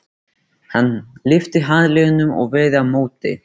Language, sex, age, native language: Icelandic, male, 13, Icelandic